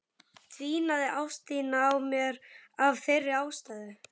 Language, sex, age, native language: Icelandic, male, 11, Icelandic